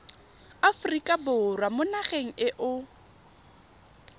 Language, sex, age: Tswana, female, 25